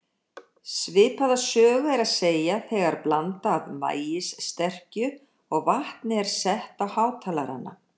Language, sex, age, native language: Icelandic, female, 60-69, Icelandic